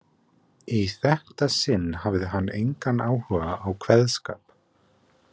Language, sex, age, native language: Icelandic, male, 20-29, Icelandic